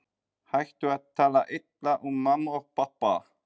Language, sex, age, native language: Icelandic, male, 40-49, Polish